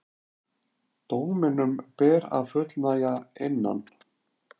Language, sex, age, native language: Icelandic, male, 40-49, Icelandic